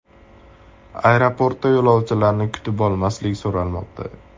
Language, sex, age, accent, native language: Uzbek, male, 18-24, Andijon, Uzbek